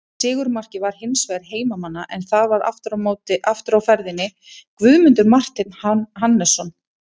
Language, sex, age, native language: Icelandic, female, 30-39, Icelandic